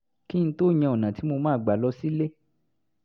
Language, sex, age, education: Yoruba, male, 30-45, tertiary